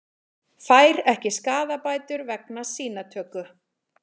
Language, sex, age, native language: Icelandic, female, 40-49, Icelandic